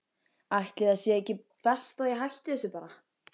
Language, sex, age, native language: Icelandic, female, 14, Icelandic